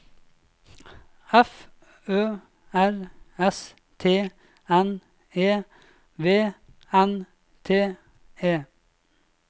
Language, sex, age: Norwegian, male, 26